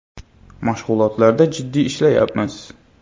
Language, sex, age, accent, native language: Uzbek, male, 25-34, Xorazm, Uzbek